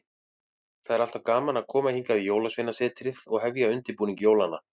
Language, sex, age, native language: Icelandic, male, 40-49, Icelandic